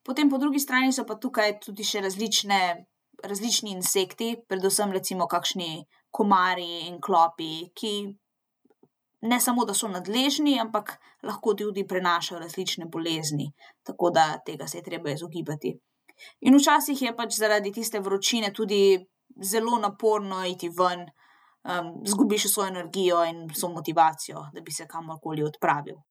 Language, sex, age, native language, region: Slovenian, female, 18-29, Slovenian, Zasavska region